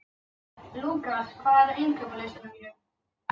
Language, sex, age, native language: Icelandic, female, 50-59, Icelandic